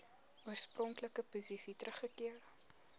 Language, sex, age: Afrikaans, female, 18